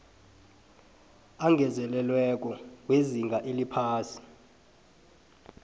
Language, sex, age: South Ndebele, male, 23